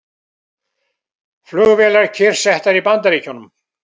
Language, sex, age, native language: Icelandic, male, 70-79, Icelandic